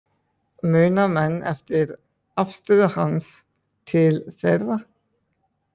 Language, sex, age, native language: Icelandic, male, 20-29, Icelandic